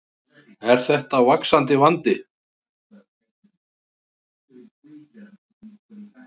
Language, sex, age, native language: Icelandic, male, 50-59, Icelandic